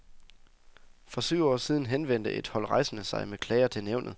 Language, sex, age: Danish, male, 24